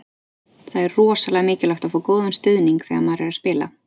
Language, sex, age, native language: Icelandic, female, 30-39, Icelandic